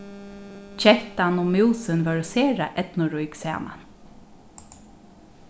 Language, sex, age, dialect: Faroese, female, 36-60, Norðurstreymoy/Eysturoy